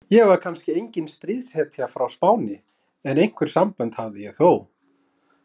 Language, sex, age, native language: Icelandic, male, 20-29, Icelandic